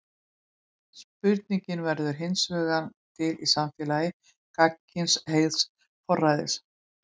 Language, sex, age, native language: Icelandic, female, 20-29, Icelandic